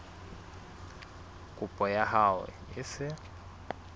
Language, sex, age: Southern Sotho, male, 21